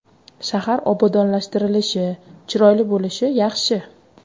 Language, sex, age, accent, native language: Uzbek, female, 25-34, Qashqadaryo, Uzbek